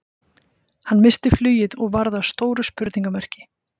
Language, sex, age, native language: Icelandic, female, 50-59, Icelandic